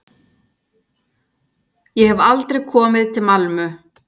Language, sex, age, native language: Icelandic, female, 40-49, Icelandic